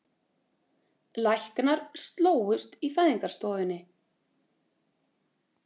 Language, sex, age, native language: Icelandic, female, 30-39, Icelandic